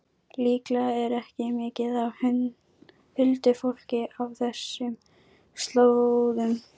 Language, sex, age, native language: Icelandic, female, 12, Icelandic